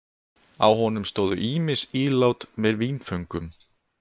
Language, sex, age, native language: Icelandic, male, 20-29, Icelandic